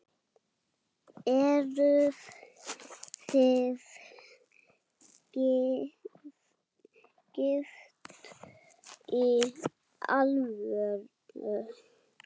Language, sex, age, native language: Icelandic, male, 7, Icelandic